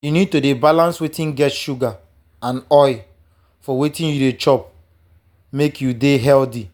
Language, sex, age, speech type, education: Nigerian Pidgin, male, 30-45, spontaneous, tertiary